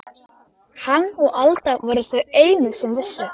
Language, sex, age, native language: Icelandic, female, 13, Icelandic